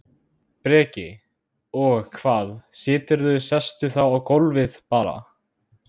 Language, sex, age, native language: Icelandic, male, 16, Icelandic